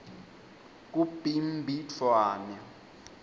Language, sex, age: Swati, male, 20